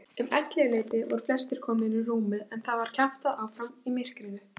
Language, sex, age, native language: Icelandic, female, 16, Icelandic